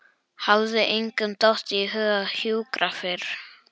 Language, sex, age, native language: Icelandic, male, 11, Icelandic